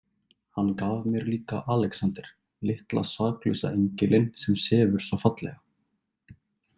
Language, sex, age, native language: Icelandic, male, 20-29, Icelandic